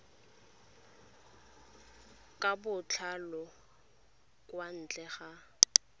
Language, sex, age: Tswana, female, 23